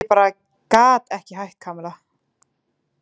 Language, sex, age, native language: Icelandic, female, 20-29, Icelandic